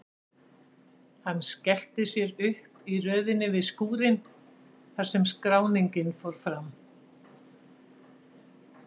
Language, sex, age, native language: Icelandic, female, 60-69, Icelandic